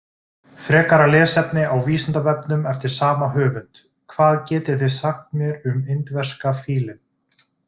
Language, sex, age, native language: Icelandic, male, 20-29, Icelandic